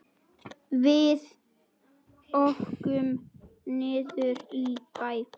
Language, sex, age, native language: Icelandic, male, 10, Icelandic